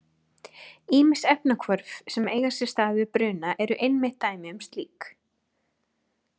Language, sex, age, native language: Icelandic, female, 30-39, Icelandic